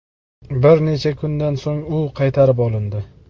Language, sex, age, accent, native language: Uzbek, male, 25-34, Jizzax, Uzbek